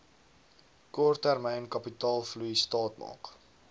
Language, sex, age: Afrikaans, male, 19